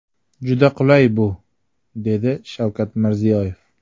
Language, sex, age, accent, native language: Uzbek, male, 25-34, Jizzax, Uzbek